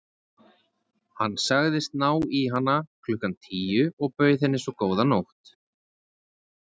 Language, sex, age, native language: Icelandic, male, 20-29, Icelandic